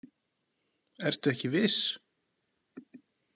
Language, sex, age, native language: Icelandic, male, 40-49, Icelandic